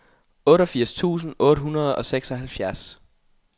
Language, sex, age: Danish, male, 21